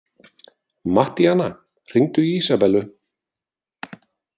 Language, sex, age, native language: Icelandic, male, 40-49, Icelandic